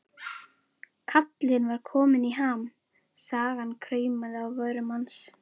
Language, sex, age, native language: Icelandic, female, 11, Icelandic